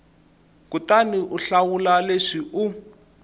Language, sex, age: Tsonga, male, 20